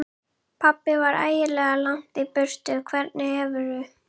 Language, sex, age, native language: Icelandic, female, 11, Icelandic